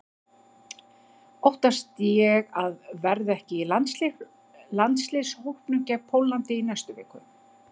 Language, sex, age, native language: Icelandic, female, 50-59, Icelandic